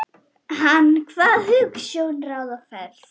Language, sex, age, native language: Icelandic, female, 10, Icelandic